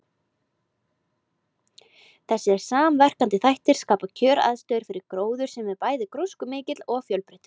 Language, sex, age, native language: Icelandic, female, 20-29, Icelandic